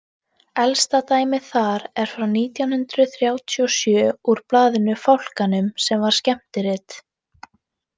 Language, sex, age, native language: Icelandic, female, 18-19, Icelandic